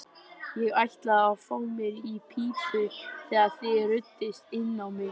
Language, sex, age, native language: Icelandic, male, 20-29, Icelandic